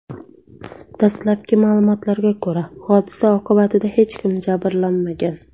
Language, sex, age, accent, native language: Uzbek, female, 19-29, Surxondaryo, Uzbek